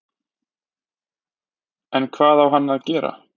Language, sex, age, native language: Icelandic, male, 20-29, Icelandic